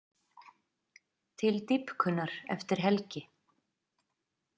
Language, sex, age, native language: Icelandic, female, 30-39, Icelandic